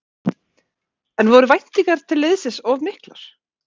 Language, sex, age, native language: Icelandic, female, 40-49, Icelandic